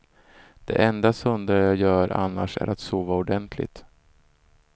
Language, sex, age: Swedish, male, 34